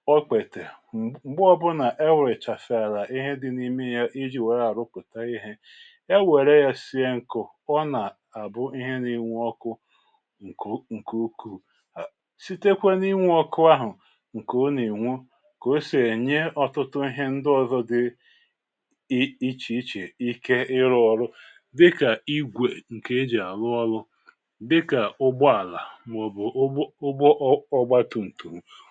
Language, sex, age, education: Igbo, male, 30-45, tertiary